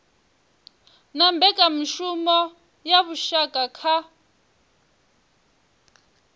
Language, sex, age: Venda, female, 23